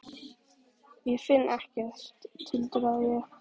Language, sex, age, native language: Icelandic, female, 18-19, Icelandic